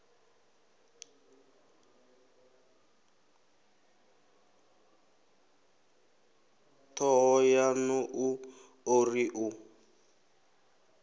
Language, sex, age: Venda, male, 23